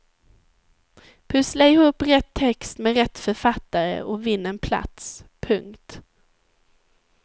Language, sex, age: Swedish, female, 19